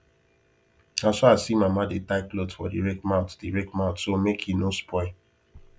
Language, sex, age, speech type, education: Nigerian Pidgin, male, 15-29, spontaneous, tertiary